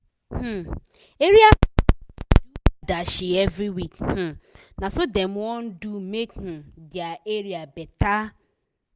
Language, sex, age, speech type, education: Nigerian Pidgin, female, 15-29, spontaneous, tertiary